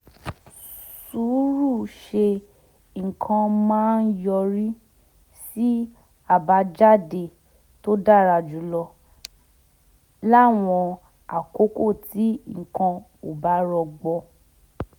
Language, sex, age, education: Yoruba, female, 15-29, tertiary